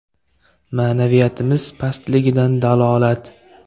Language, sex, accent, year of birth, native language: Uzbek, male, Toshkent shahri, 2002, Uzbek